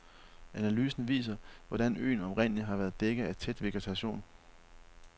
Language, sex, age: Danish, male, 31